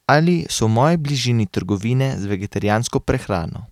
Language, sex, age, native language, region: Slovenian, male, 18-29, Slovenian, Carinthia region